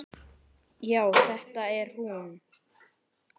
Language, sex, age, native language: Icelandic, male, 10, Icelandic